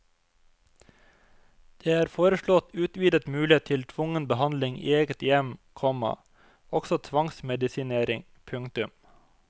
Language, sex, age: Norwegian, male, 25